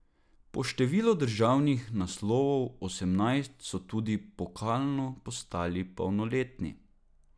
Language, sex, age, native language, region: Slovenian, male, 18-29, Slovenian, Drava region